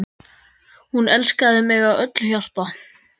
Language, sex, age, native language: Icelandic, male, 14, Icelandic